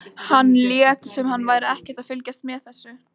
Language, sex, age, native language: Icelandic, female, 13, Icelandic